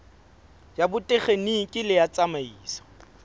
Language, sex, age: Southern Sotho, male, 21